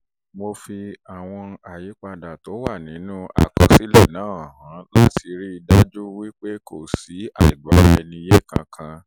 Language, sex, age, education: Yoruba, male, 30-45, tertiary